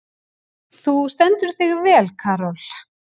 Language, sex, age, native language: Icelandic, female, 40-49, Icelandic